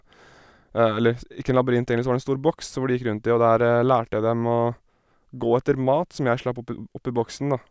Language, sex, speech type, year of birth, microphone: Norwegian, male, spontaneous, 1987, Sennheiser